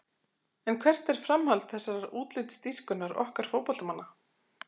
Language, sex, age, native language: Icelandic, female, 40-49, Icelandic